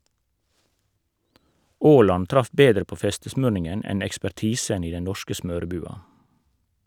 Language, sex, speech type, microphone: Norwegian, male, read, Shure